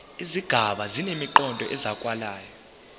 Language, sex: Zulu, male